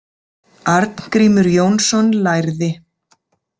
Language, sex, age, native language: Icelandic, female, 50-59, Icelandic